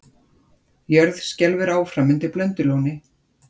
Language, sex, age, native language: Icelandic, female, 50-59, Icelandic